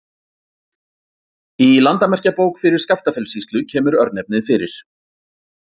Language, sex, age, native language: Icelandic, male, 40-49, Icelandic